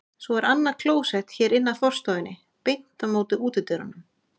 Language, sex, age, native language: Icelandic, female, 30-39, Icelandic